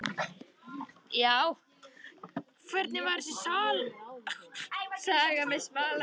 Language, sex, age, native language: Icelandic, female, 13, Icelandic